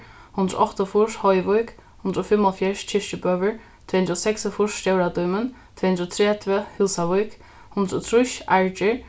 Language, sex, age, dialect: Faroese, female, 15-35, Norðuroyggjar